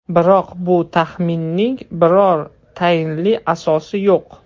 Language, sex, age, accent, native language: Uzbek, male, 18-24, Toshkent shahri, Russian